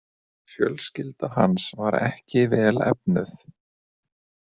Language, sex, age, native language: Icelandic, male, 30-39, Icelandic